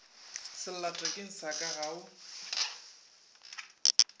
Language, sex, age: Northern Sotho, male, 21